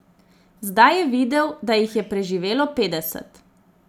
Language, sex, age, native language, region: Slovenian, female, 30-49, Slovenian, Zasavska region